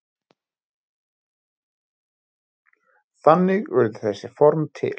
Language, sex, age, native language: Icelandic, male, 8, Icelandic